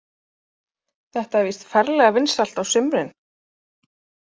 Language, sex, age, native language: Icelandic, female, 30-39, Icelandic